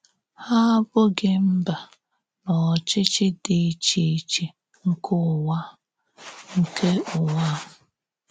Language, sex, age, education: Igbo, female, 30-45, tertiary